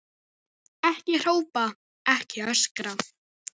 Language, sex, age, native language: Icelandic, female, 9, Icelandic